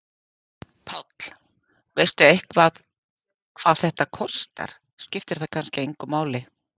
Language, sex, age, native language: Icelandic, female, 50-59, Icelandic